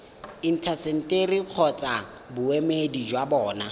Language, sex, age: Tswana, male, 19